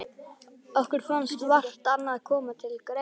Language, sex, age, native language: Icelandic, female, 11, Icelandic